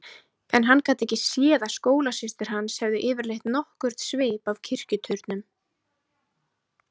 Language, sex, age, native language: Icelandic, female, 20-29, Icelandic